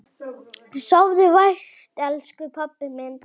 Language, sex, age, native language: Icelandic, male, 9, Icelandic